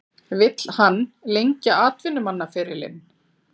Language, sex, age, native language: Icelandic, female, 40-49, Icelandic